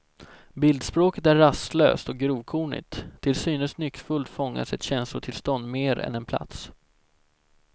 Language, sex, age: Swedish, male, 17